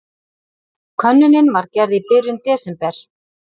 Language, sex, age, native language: Icelandic, female, 30-39, Icelandic